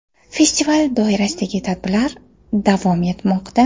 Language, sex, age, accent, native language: Uzbek, female, 25-34, Toshkent shahri, Uzbek